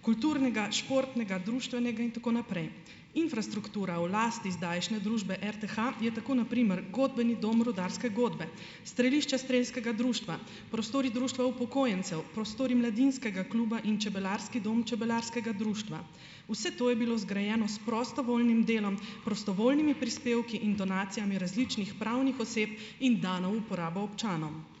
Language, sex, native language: Slovenian, female, Slovenian